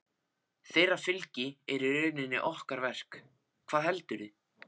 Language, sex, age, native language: Icelandic, male, 14, Icelandic